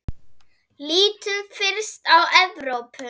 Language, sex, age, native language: Icelandic, female, 8, Icelandic